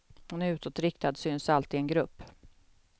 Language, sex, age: Swedish, female, 48